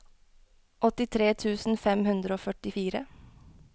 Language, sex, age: Norwegian, female, 21